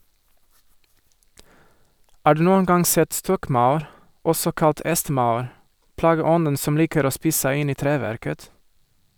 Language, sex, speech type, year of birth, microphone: Norwegian, male, read, 1978, Sennheiser